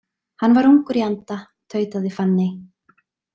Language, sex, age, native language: Icelandic, female, 20-29, Icelandic